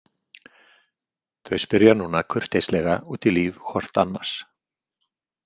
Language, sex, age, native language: Icelandic, male, 50-59, Icelandic